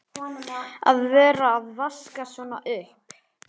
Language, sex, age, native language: Icelandic, male, 18-19, Icelandic